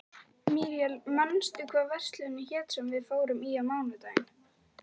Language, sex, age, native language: Icelandic, female, 11, Icelandic